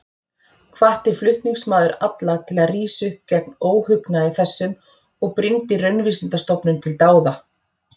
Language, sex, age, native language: Icelandic, female, 40-49, Icelandic